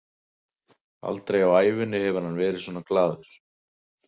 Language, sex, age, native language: Icelandic, male, 20-29, Icelandic